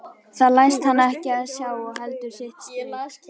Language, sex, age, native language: Icelandic, other, 12, Icelandic